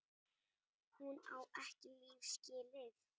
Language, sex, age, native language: Icelandic, female, 8, Icelandic